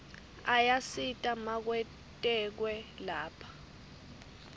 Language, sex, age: Swati, female, 21